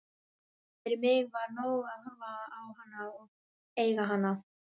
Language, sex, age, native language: Icelandic, female, 18-19, Icelandic